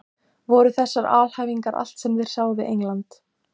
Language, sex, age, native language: Icelandic, female, 14, Icelandic